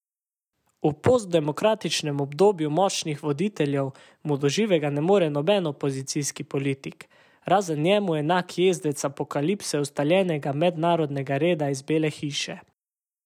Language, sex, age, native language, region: Slovenian, male, 18-29, Slovenian, Savinja region